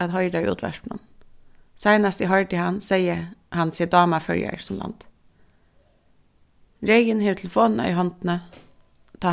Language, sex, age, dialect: Faroese, female, 15-35, Suðurstreymoy